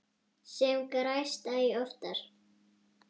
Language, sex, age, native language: Icelandic, female, 9, Icelandic